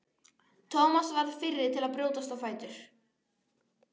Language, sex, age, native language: Icelandic, female, 12, Icelandic